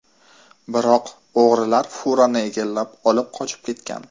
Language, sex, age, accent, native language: Uzbek, male, 18-24, Toshkent shahri, Uzbek